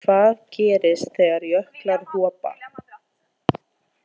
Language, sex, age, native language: Icelandic, female, 20-29, Icelandic